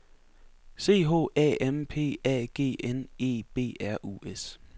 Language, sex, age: Danish, male, 24